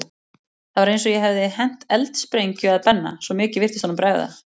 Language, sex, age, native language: Icelandic, female, 40-49, Icelandic